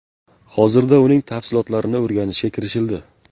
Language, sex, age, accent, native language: Uzbek, male, 18-24, Jizzax, Uzbek